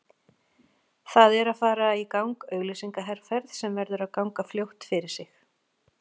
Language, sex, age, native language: Icelandic, female, 40-49, Icelandic